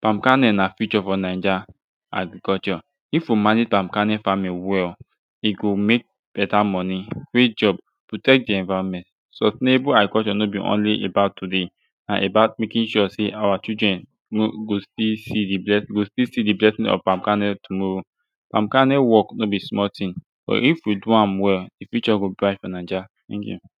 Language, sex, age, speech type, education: Nigerian Pidgin, male, 15-29, spontaneous, tertiary